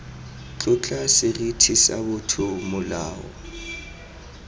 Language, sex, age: Tswana, male, 23